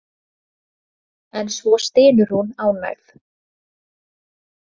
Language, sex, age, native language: Icelandic, female, 30-39, Icelandic